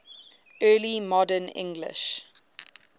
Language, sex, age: English, female, 19